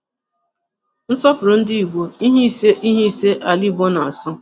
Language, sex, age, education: Igbo, female, 30-45, tertiary